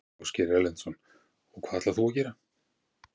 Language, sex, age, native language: Icelandic, male, 50-59, Icelandic